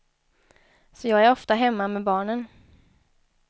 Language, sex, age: Swedish, female, 23